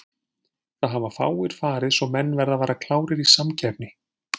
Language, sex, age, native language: Icelandic, male, 40-49, Icelandic